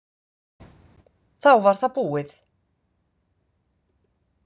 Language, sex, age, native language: Icelandic, female, 50-59, Icelandic